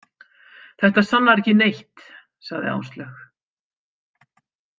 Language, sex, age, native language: Icelandic, female, 50-59, Icelandic